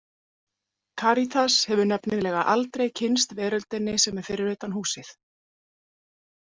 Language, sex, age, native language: Icelandic, female, 40-49, Icelandic